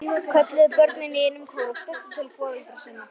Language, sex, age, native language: Icelandic, female, 11, Icelandic